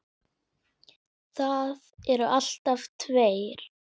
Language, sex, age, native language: Icelandic, male, 10, Icelandic